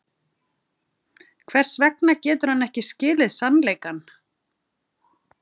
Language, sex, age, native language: Icelandic, female, 40-49, Icelandic